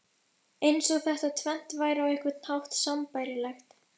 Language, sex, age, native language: Icelandic, female, 11, Icelandic